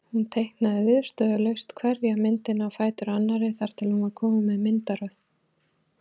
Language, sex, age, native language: Icelandic, female, 40-49, Icelandic